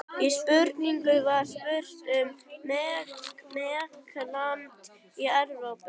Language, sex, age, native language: Icelandic, female, 18-19, Icelandic